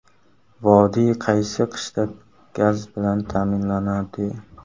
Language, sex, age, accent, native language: Uzbek, male, 18-24, Samarqand, Uzbek